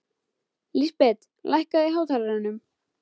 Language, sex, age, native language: Icelandic, female, 12, Icelandic